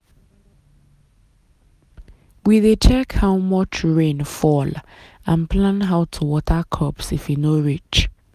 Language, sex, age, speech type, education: Nigerian Pidgin, female, 15-29, spontaneous, tertiary